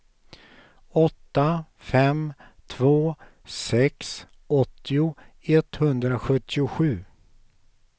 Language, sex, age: Swedish, male, 48